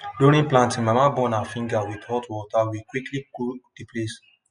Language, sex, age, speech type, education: Nigerian Pidgin, male, 30-45, spontaneous, tertiary